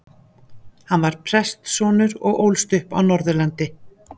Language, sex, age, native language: Icelandic, female, 50-59, Icelandic